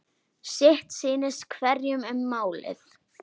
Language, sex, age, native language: Icelandic, female, 10, Icelandic